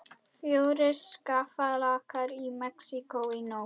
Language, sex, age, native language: Icelandic, female, 21, Icelandic